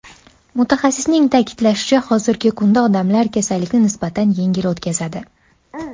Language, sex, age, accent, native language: Uzbek, female, 19-29, Andijon, Uzbek